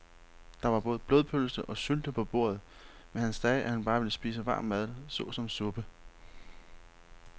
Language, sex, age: Danish, male, 31